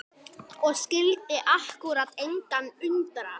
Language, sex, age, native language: Icelandic, male, 10, Icelandic